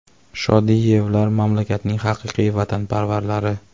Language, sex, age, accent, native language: Uzbek, male, 18-24, Farg'ona, Uzbek